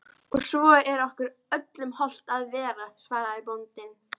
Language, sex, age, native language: Icelandic, female, 13, Icelandic